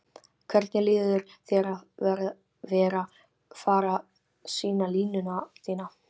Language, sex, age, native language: Icelandic, female, 13, Icelandic